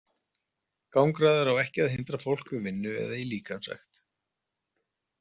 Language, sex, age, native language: Icelandic, male, 40-49, Icelandic